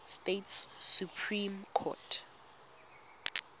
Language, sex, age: Tswana, female, 19